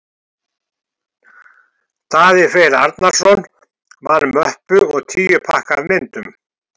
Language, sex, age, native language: Icelandic, male, 70-79, Icelandic